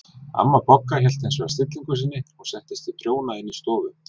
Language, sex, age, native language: Icelandic, male, 40-49, Icelandic